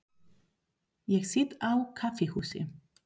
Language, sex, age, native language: Icelandic, female, 30-39, Spanish